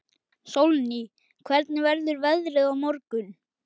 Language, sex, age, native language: Icelandic, male, 11, Icelandic